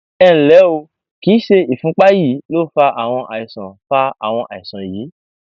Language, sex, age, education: Yoruba, male, 15-29, tertiary